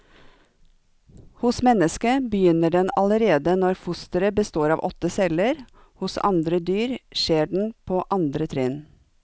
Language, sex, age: Norwegian, female, 45